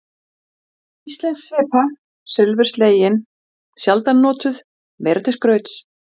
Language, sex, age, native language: Icelandic, female, 40-49, Icelandic